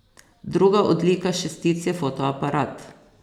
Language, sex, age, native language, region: Slovenian, female, 50-59, Slovenian, Posavska region